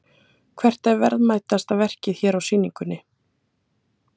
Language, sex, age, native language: Icelandic, female, 30-39, Icelandic